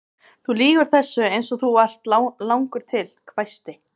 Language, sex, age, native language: Icelandic, female, 20-29, Icelandic